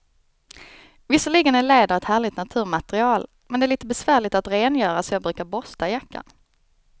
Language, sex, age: Swedish, female, 29